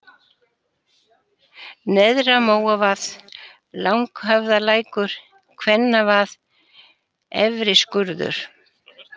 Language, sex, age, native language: Icelandic, female, 70-79, Icelandic